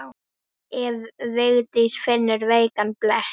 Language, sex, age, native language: Icelandic, female, 9, Icelandic